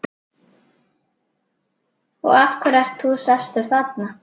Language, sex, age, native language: Icelandic, female, 12, Icelandic